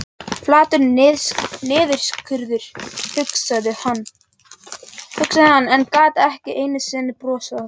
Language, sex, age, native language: Icelandic, male, 18-19, Icelandic